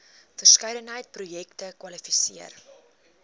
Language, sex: Afrikaans, female